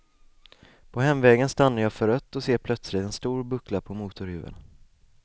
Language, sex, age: Swedish, male, 20